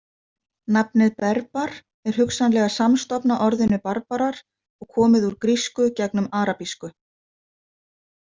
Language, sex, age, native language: Icelandic, female, 50-59, Icelandic